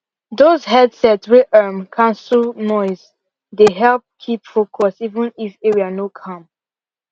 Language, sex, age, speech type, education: Nigerian Pidgin, female, 15-29, spontaneous, secondary